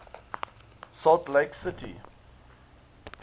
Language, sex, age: English, male, 19